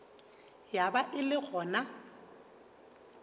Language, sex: Northern Sotho, male